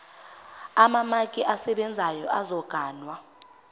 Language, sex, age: Zulu, female, 25